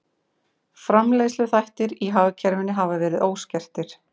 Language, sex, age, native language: Icelandic, female, 30-39, Icelandic